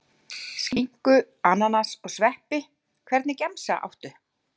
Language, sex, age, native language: Icelandic, female, 40-49, Icelandic